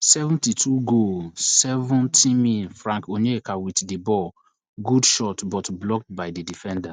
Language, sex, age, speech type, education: Nigerian Pidgin, male, 15-29, spontaneous, tertiary